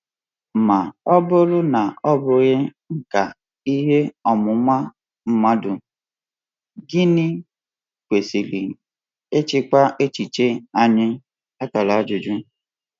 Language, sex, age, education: Igbo, male, 15-29, tertiary